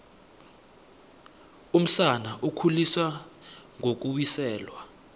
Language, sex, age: South Ndebele, male, 21